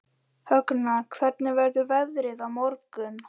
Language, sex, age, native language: Icelandic, male, 13, Icelandic